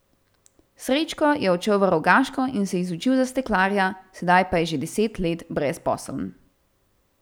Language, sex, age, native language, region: Slovenian, female, 18-29, Slovenian, Central Slovenia